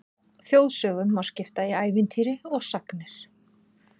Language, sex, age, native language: Icelandic, female, 40-49, Icelandic